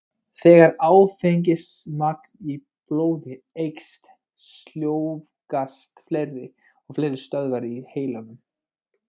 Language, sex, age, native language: Icelandic, male, 20-29, Icelandic